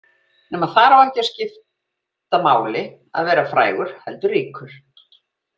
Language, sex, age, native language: Icelandic, female, 40-49, Icelandic